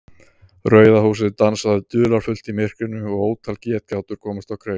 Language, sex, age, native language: Icelandic, male, 30-39, Icelandic